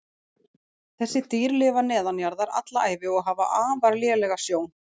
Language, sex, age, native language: Icelandic, female, 40-49, Icelandic